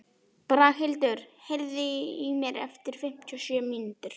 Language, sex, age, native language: Icelandic, female, 11, Icelandic